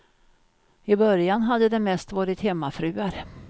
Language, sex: Swedish, female